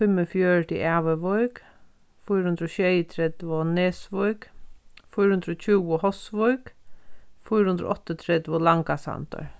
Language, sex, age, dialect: Faroese, female, 36-60, Sandoy